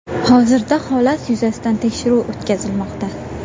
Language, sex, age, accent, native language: Uzbek, female, 19-29, Buxoro, Uzbek